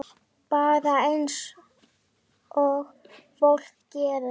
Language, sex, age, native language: Icelandic, male, 9, Icelandic